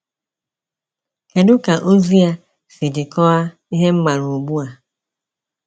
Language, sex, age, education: Igbo, male, 15-29, tertiary